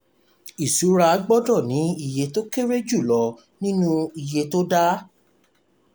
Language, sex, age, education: Yoruba, male, 30-45, tertiary